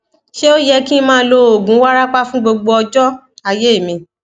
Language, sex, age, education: Yoruba, female, 60+, tertiary